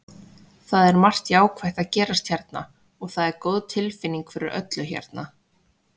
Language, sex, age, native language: Icelandic, female, 20-29, Icelandic